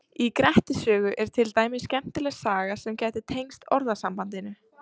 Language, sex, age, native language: Icelandic, female, 30-39, Icelandic